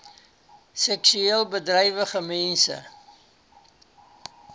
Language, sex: Afrikaans, male